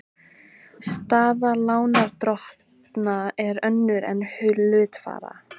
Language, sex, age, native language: Icelandic, female, 13, Icelandic